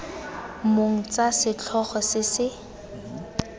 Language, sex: Tswana, female